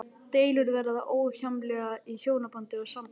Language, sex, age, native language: Icelandic, male, 11, Icelandic